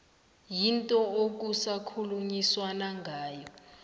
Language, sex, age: South Ndebele, female, 19